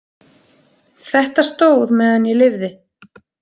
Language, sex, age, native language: Icelandic, female, 30-39, Icelandic